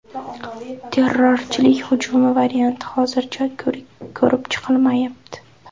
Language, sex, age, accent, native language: Uzbek, female, 18-24, Andijon, Uzbek